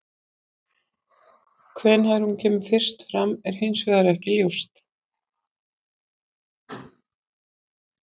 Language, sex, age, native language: Icelandic, female, 50-59, Icelandic